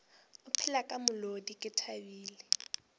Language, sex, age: Northern Sotho, female, 18